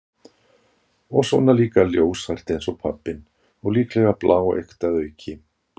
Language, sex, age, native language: Icelandic, male, 60-69, Icelandic